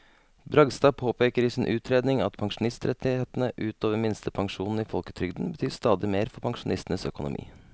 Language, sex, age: Norwegian, male, 32